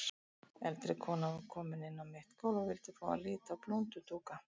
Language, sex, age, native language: Icelandic, female, 60-69, Icelandic